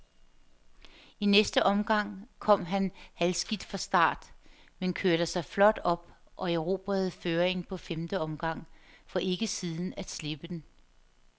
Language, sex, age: Danish, female, 50